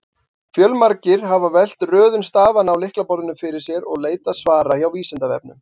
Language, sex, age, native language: Icelandic, male, 40-49, Icelandic